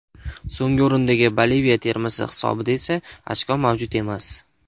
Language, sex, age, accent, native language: Uzbek, male, 19-29, Namangan, Uzbek